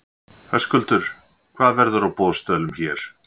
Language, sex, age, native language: Icelandic, male, 60-69, Icelandic